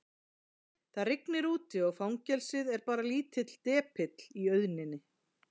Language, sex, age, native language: Icelandic, female, 40-49, Icelandic